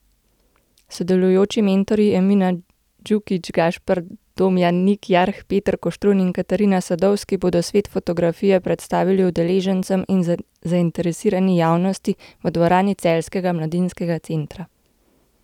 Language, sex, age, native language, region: Slovenian, female, 18-29, Slovenian, Gorenjska region